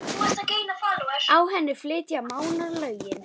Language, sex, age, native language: Icelandic, female, 9, Icelandic